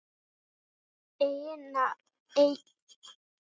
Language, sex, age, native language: Icelandic, female, 18-19, Icelandic